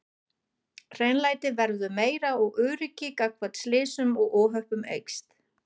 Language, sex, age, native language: Icelandic, female, 40-49, German